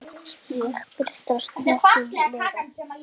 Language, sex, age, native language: Icelandic, female, 10, Icelandic